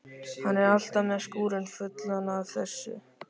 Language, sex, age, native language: Icelandic, male, 13, Icelandic